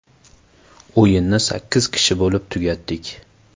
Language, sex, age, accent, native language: Uzbek, male, 19-29, Qashqadaryo, Uzbek